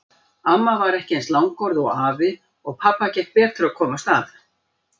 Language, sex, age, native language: Icelandic, female, 60-69, Icelandic